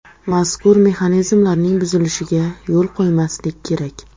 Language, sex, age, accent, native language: Uzbek, female, 18-24, Qashqadaryo, Uzbek